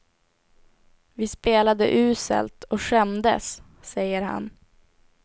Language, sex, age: Swedish, female, 18